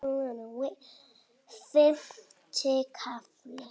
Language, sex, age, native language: Icelandic, female, 7, Icelandic